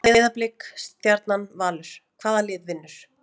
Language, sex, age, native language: Icelandic, female, 40-49, Icelandic